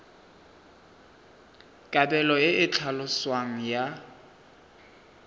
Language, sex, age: Tswana, male, 23